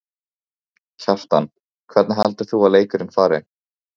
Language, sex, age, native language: Icelandic, male, 15, Icelandic